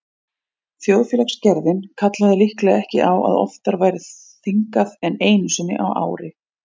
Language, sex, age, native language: Icelandic, female, 40-49, Icelandic